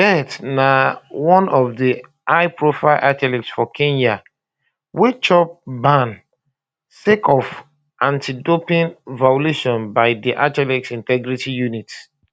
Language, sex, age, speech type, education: Nigerian Pidgin, male, 30-45, spontaneous, tertiary